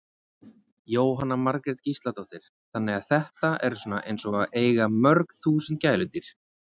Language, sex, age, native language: Icelandic, male, 20-29, Icelandic